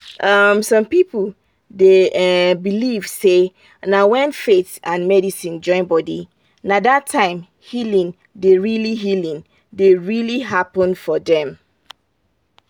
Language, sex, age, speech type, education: Nigerian Pidgin, female, 30-45, spontaneous, tertiary